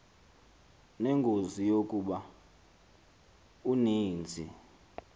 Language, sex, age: Xhosa, male, 23